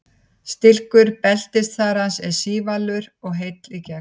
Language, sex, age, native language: Icelandic, female, 50-59, Icelandic